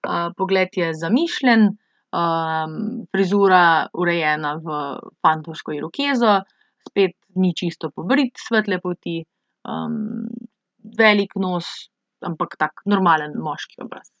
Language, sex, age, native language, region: Slovenian, female, 18-29, Slovenian, Central Slovenia